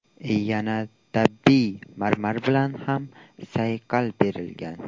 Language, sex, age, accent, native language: Uzbek, male, 18-24, Andijon, Uzbek